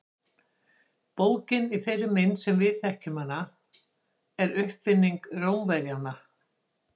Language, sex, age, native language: Icelandic, female, 60-69, Icelandic